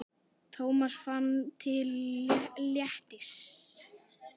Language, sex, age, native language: Icelandic, male, 10, Icelandic